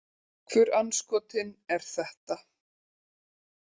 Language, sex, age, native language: Icelandic, female, 30-39, Icelandic